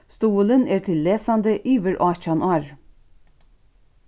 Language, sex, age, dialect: Faroese, female, 36-60, Suðurstreymoy